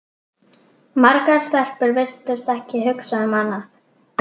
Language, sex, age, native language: Icelandic, female, 12, Icelandic